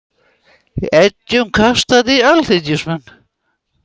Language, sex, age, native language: Icelandic, female, 70-79, Icelandic